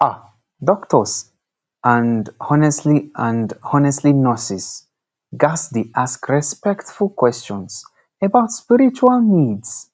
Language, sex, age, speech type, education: Nigerian Pidgin, male, 15-29, spontaneous, secondary